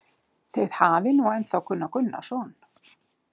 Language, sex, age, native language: Icelandic, female, 50-59, Icelandic